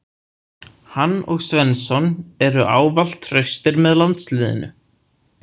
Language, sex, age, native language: Icelandic, male, 18-19, Icelandic